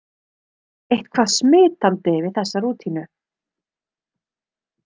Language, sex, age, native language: Icelandic, female, 30-39, Icelandic